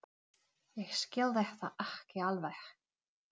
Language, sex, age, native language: Icelandic, female, 40-49, Czech